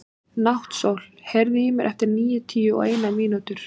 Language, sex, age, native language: Icelandic, female, 30-39, Icelandic